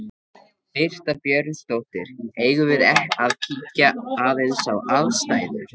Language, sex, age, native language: Icelandic, male, 13, Icelandic